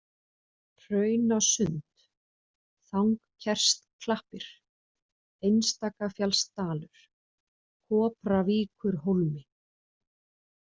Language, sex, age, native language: Icelandic, female, 40-49, Icelandic